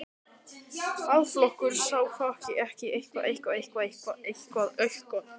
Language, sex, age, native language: Icelandic, male, 18-19, Icelandic